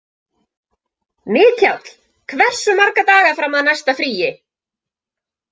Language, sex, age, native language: Icelandic, female, 20-29, Icelandic